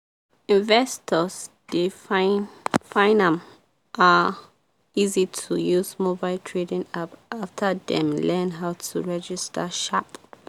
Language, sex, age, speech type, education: Nigerian Pidgin, female, 15-29, spontaneous, tertiary